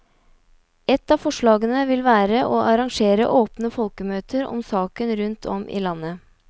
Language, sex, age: Norwegian, female, 29